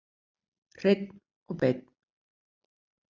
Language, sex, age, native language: Icelandic, female, 60-69, Icelandic